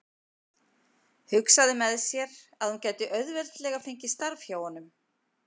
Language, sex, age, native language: Icelandic, female, 50-59, Icelandic